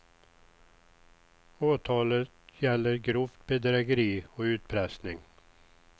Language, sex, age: Swedish, male, 61